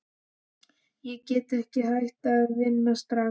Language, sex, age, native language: Icelandic, male, 12, Icelandic